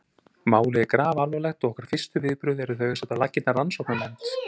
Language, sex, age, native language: Icelandic, male, 40-49, Icelandic